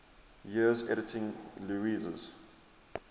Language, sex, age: English, male, 23